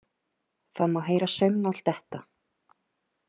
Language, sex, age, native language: Icelandic, female, 30-39, Icelandic